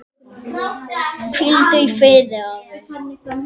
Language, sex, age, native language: Icelandic, male, 8, Icelandic